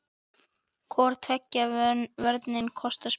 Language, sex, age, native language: Icelandic, male, 10, Icelandic